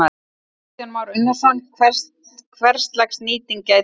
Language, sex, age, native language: Icelandic, male, 12, Icelandic